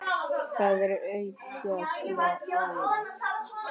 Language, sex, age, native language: Icelandic, male, 10, Icelandic